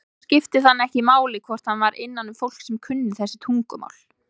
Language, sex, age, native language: Icelandic, female, 20-29, Icelandic